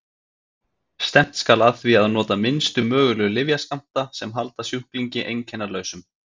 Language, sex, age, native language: Icelandic, male, 30-39, Icelandic